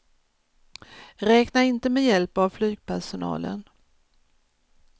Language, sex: Swedish, female